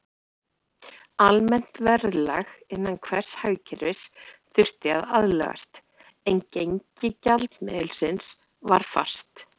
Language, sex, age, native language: Icelandic, female, 30-39, Icelandic